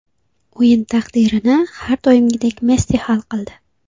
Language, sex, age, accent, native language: Uzbek, female, 18-24, Xorazm, Uzbek